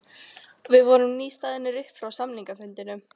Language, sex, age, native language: Icelandic, female, 13, Icelandic